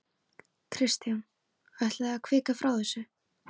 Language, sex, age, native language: Icelandic, female, 18-19, Icelandic